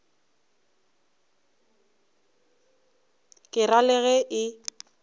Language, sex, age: Northern Sotho, female, 24